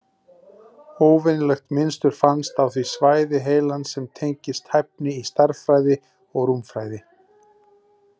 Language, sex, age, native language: Icelandic, male, 40-49, Icelandic